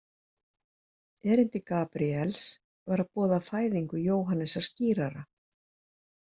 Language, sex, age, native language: Icelandic, female, 60-69, Icelandic